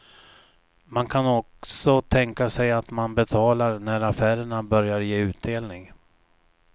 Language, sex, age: Swedish, male, 59